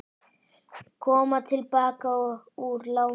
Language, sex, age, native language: Icelandic, male, 18-19, Icelandic